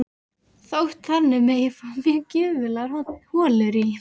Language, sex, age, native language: Icelandic, female, 13, Icelandic